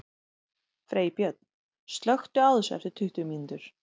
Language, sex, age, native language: Icelandic, female, 30-39, Icelandic